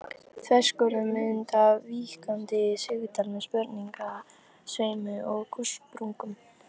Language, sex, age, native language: Icelandic, female, 13, Icelandic